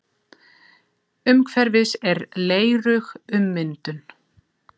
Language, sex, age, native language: Icelandic, female, 40-49, Icelandic